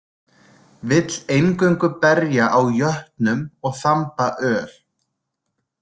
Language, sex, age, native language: Icelandic, male, 20-29, Icelandic